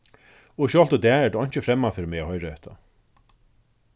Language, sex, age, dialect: Faroese, male, 36-60, Suðurstreymoy